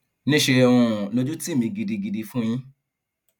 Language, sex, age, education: Yoruba, female, 15-29, tertiary